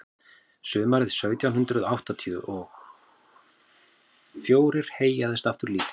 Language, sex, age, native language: Icelandic, male, 40-49, Icelandic